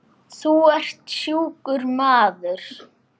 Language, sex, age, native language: Icelandic, male, 8, Icelandic